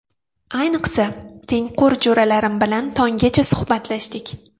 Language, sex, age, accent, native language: Uzbek, female, 18-24, Jizzax, Uzbek